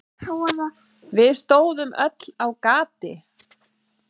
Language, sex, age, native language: Icelandic, female, 7, Icelandic